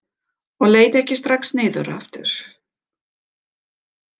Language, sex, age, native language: Icelandic, female, 50-59, German